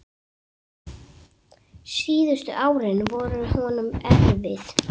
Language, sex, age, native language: Icelandic, male, 8, Icelandic